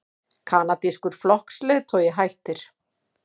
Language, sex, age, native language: Icelandic, female, 40-49, Icelandic